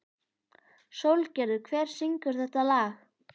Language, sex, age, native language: Icelandic, female, 11, Icelandic